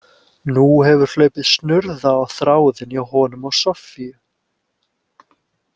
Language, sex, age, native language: Icelandic, male, 20-29, Icelandic